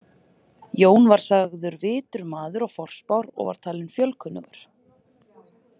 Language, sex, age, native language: Icelandic, female, 30-39, Icelandic